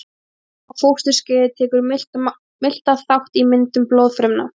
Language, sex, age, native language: Icelandic, female, 20-29, Icelandic